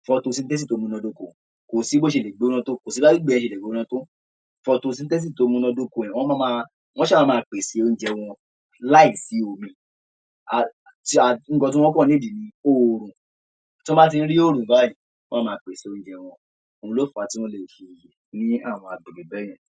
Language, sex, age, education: Yoruba, male, 46-60, tertiary